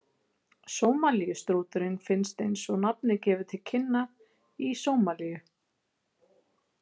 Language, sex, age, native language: Icelandic, female, 40-49, Icelandic